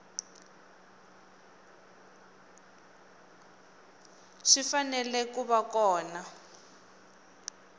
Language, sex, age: Tsonga, female, 18